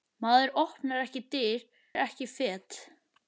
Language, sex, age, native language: Icelandic, male, 11, Icelandic